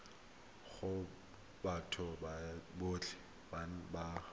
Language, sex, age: Tswana, male, 23